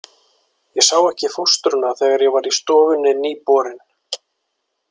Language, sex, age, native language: Icelandic, male, 40-49, Icelandic